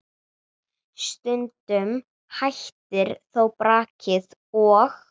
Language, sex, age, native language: Icelandic, female, 9, Icelandic